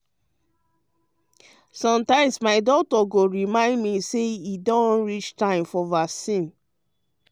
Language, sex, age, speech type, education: Nigerian Pidgin, male, 30-45, spontaneous, tertiary